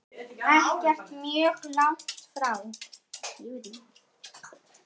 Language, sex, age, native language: Icelandic, male, 10, Icelandic